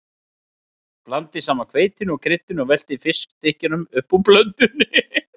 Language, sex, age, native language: Icelandic, male, 30-39, Icelandic